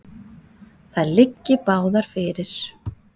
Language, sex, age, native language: Icelandic, female, 40-49, Icelandic